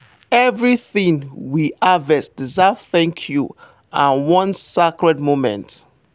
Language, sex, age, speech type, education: Nigerian Pidgin, male, 15-29, spontaneous, tertiary